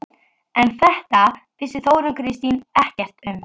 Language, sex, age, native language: Icelandic, female, 12, Icelandic